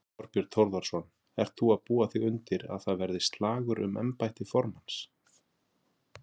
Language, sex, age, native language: Icelandic, male, 40-49, Icelandic